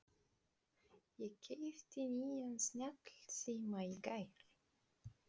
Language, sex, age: Icelandic, female, 20-29